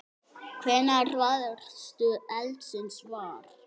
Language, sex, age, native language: Icelandic, male, 8, Icelandic